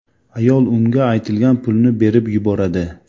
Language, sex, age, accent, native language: Uzbek, male, 25-34, Namangan, Tajik